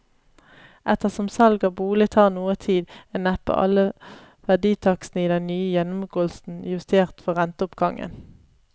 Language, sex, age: Norwegian, female, 31